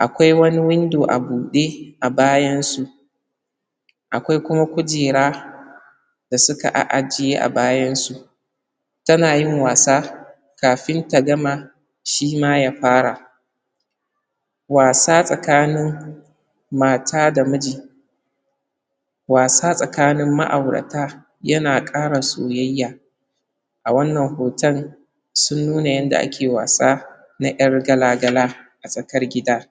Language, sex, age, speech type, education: Hausa, male, 15-29, spontaneous, primary